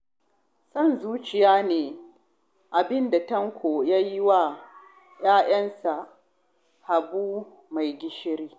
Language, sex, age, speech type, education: Hausa, female, 30-45, spontaneous, tertiary